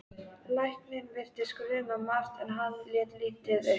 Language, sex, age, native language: Icelandic, female, 13, Icelandic